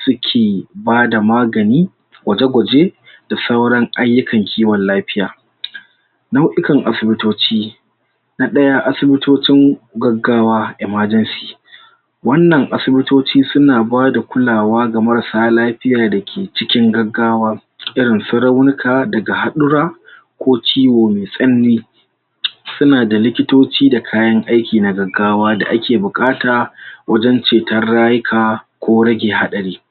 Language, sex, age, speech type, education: Hausa, male, 46-60, spontaneous, tertiary